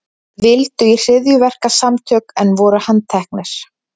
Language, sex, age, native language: Icelandic, female, 20-29, Icelandic